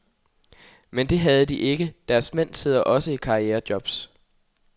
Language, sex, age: Danish, male, 21